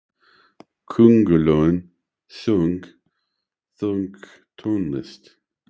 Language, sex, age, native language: Icelandic, male, 60-69, English